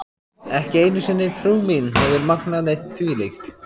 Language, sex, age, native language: Icelandic, male, 14, Icelandic